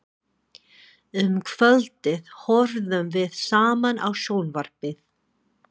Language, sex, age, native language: Icelandic, female, 40-49, English